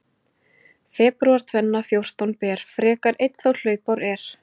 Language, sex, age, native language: Icelandic, female, 20-29, Icelandic